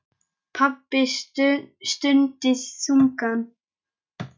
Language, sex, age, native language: Icelandic, male, 10, Icelandic